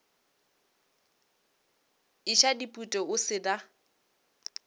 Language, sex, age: Northern Sotho, female, 26